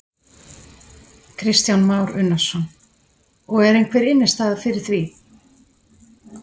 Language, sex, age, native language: Icelandic, female, 50-59, Icelandic